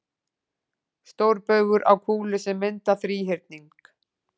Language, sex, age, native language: Icelandic, female, 40-49, Icelandic